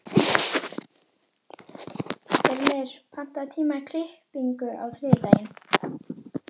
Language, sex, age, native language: Icelandic, female, 11, Icelandic